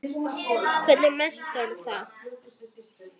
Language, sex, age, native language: Icelandic, female, 9, Icelandic